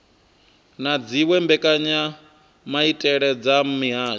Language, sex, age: Venda, male, 23